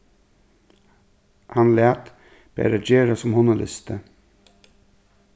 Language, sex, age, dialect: Faroese, male, 36-60, Suðurstreymoy